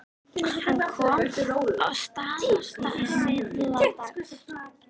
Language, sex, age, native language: Icelandic, female, 13, Icelandic